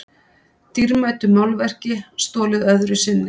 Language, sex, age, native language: Icelandic, female, 50-59, Icelandic